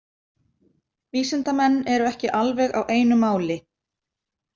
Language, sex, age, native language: Icelandic, female, 50-59, Icelandic